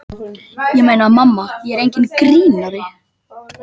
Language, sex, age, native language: Icelandic, male, 12, Icelandic